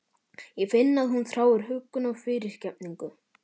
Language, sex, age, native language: Icelandic, male, 11, Icelandic